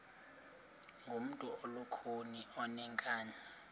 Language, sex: Xhosa, male